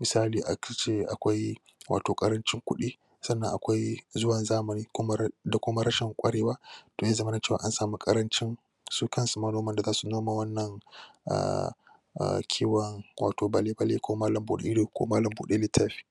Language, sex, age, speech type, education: Hausa, male, 15-29, spontaneous, tertiary